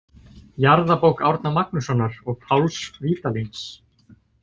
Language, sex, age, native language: Icelandic, male, 20-29, Icelandic